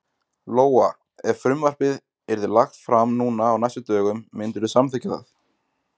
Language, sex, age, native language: Icelandic, male, 20-29, Icelandic